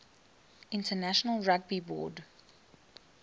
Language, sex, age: English, female, 21